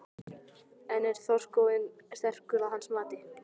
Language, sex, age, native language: Icelandic, male, 12, Icelandic